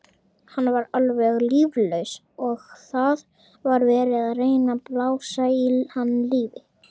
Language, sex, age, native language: Icelandic, female, 30-39, Icelandic